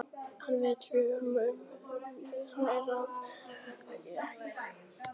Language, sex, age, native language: Icelandic, female, 50-59, Icelandic